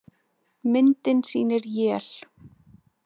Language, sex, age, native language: Icelandic, female, 20-29, Icelandic